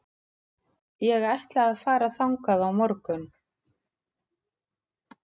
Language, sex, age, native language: Icelandic, female, 40-49, Icelandic